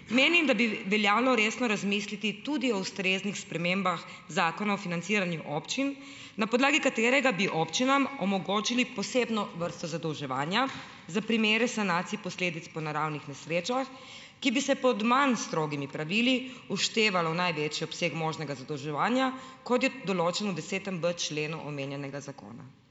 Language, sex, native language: Slovenian, female, Slovenian